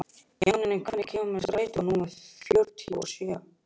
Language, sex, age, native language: Icelandic, male, 12, Icelandic